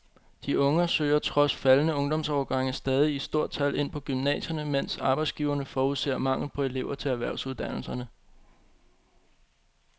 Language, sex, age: Danish, male, 25